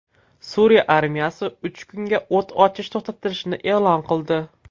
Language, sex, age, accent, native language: Uzbek, male, 12-17, Farg'ona, Uzbek